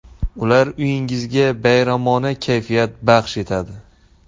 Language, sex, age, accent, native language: Uzbek, male, 25-34, Xorazm, Uzbek